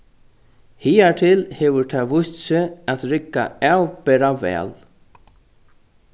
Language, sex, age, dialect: Faroese, male, 36-60, Norðurstreymoy/Eysturoy